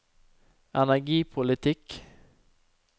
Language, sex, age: Norwegian, male, 29